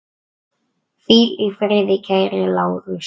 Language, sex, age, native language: Icelandic, male, 9, Icelandic